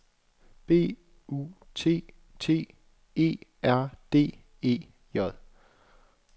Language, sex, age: Danish, male, 26